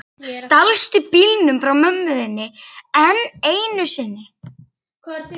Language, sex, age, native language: Icelandic, female, 11, Icelandic